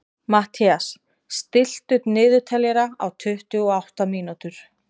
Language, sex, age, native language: Icelandic, female, 20-29, Icelandic